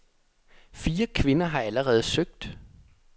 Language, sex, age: Danish, male, 27